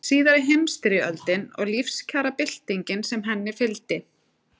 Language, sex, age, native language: Icelandic, female, 40-49, Icelandic